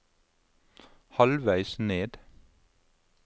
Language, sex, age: Norwegian, male, 52